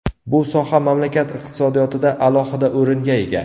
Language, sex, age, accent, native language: Uzbek, male, 18-24, Navoiy, Uzbek